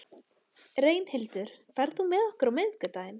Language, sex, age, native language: Icelandic, female, 14, Icelandic